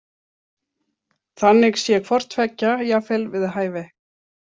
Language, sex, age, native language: Icelandic, female, 50-59, Icelandic